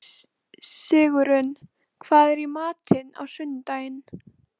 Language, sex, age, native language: Icelandic, female, 12, Icelandic